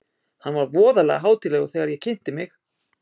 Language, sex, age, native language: Icelandic, female, 50-59, Icelandic